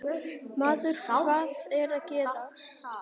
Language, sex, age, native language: Icelandic, male, 9, Icelandic